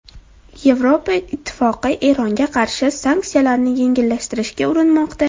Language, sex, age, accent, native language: Uzbek, female, under 19, Andijon, Uzbek